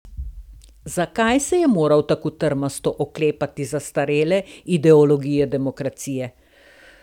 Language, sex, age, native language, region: Slovenian, female, 60+, Slovenian, Southeast Slovenia